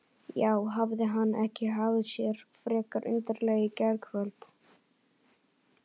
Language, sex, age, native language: Icelandic, male, 11, Icelandic